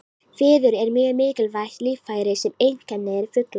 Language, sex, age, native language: Icelandic, female, 18-19, Icelandic